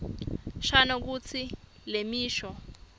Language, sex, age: Swati, female, 19